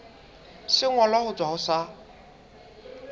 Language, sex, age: Southern Sotho, male, 21